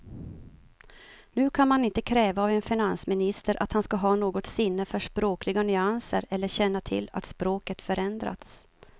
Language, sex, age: Swedish, female, 52